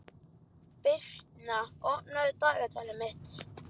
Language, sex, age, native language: Icelandic, male, 11, Icelandic